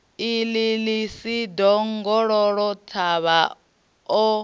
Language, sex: Venda, female